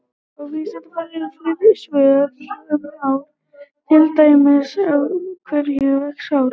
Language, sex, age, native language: Icelandic, female, 18-19, Icelandic